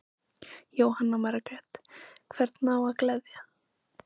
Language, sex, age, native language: Icelandic, female, 15, Icelandic